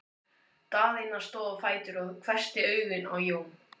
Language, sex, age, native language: Icelandic, male, 14, Icelandic